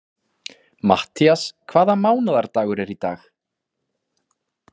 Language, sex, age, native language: Icelandic, male, 40-49, Icelandic